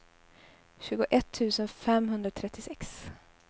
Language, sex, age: Swedish, female, 21